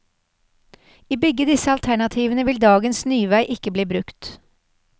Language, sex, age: Norwegian, female, 46